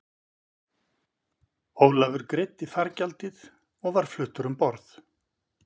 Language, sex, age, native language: Icelandic, male, 50-59, Icelandic